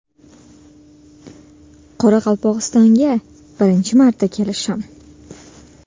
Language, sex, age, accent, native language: Uzbek, female, 18-24, Sirdaryo, Uzbek